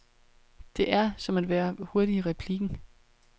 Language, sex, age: Danish, female, 31